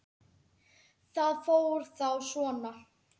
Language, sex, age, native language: Icelandic, male, 10, Icelandic